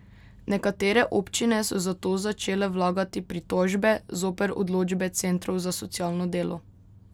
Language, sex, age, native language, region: Slovenian, female, 18-29, Slovenian, Drava region